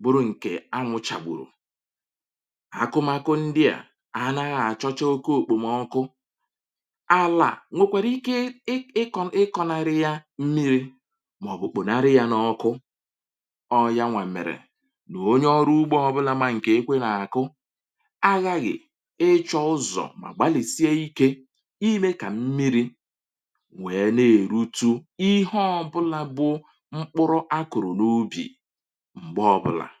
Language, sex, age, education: Igbo, male, 30-45, tertiary